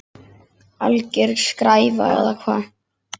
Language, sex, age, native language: Icelandic, male, 9, Icelandic